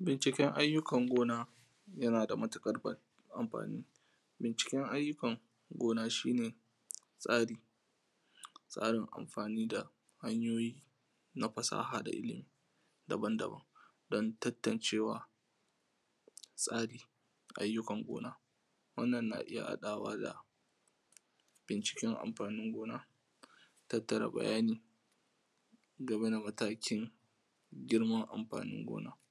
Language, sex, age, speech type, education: Hausa, male, 15-29, spontaneous, tertiary